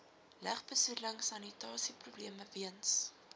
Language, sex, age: Afrikaans, female, 19